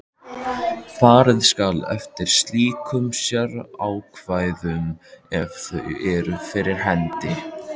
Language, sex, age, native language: Icelandic, male, 13, Icelandic